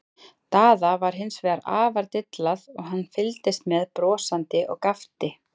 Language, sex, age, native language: Icelandic, female, 30-39, Icelandic